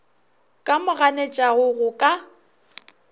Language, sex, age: Northern Sotho, female, 21